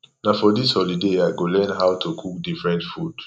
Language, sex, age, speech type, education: Nigerian Pidgin, male, 15-29, spontaneous, tertiary